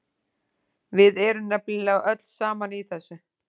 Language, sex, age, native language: Icelandic, female, 40-49, Icelandic